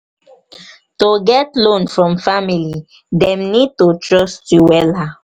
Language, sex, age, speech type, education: Nigerian Pidgin, female, 15-29, spontaneous, tertiary